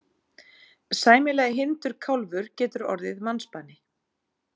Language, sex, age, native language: Icelandic, female, 40-49, Icelandic